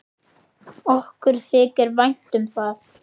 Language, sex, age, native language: Icelandic, male, 10, Icelandic